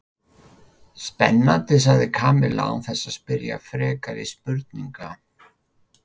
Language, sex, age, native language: Icelandic, male, 50-59, Icelandic